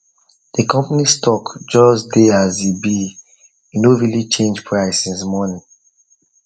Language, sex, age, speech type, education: Nigerian Pidgin, male, 15-29, spontaneous, tertiary